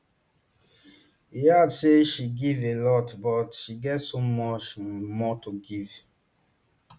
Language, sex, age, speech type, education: Nigerian Pidgin, male, 30-45, spontaneous, tertiary